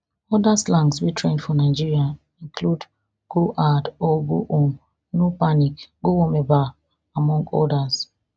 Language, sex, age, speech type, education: Nigerian Pidgin, female, 30-45, spontaneous, tertiary